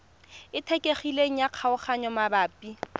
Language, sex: Tswana, female